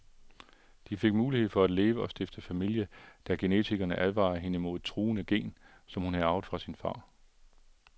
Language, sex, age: Danish, male, 42